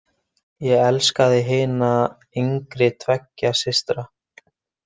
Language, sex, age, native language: Icelandic, male, 20-29, Icelandic